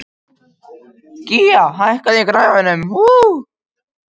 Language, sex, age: Icelandic, other, 50-59